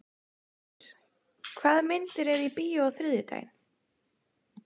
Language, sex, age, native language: Icelandic, female, 20-29, Icelandic